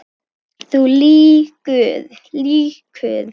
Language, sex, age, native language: Icelandic, female, 9, Icelandic